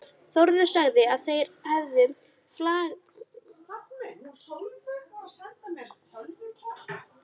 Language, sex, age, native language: Icelandic, female, 11, Icelandic